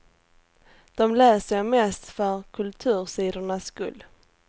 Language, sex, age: Swedish, female, 18